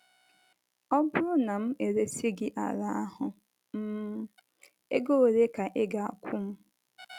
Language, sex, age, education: Igbo, female, 15-29, tertiary